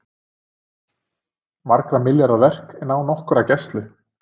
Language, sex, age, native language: Icelandic, male, 30-39, Icelandic